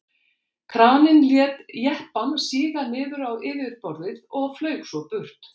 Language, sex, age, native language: Icelandic, female, 60-69, Icelandic